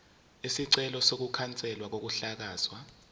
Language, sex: Zulu, male